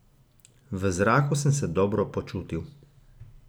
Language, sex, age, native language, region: Slovenian, male, 30-49, Slovenian, Gorica region